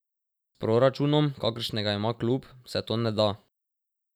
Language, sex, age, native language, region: Slovenian, male, 12-17, Slovenian, Drava region